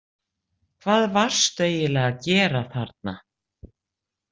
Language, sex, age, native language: Icelandic, female, 60-69, Icelandic